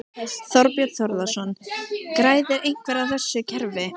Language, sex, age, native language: Icelandic, female, 15, Icelandic